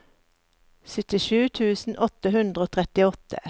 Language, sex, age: Norwegian, female, 54